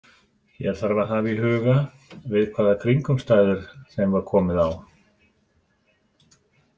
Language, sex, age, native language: Icelandic, male, 60-69, Icelandic